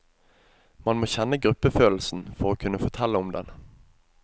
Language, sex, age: Norwegian, male, 25